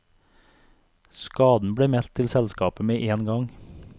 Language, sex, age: Norwegian, male, 42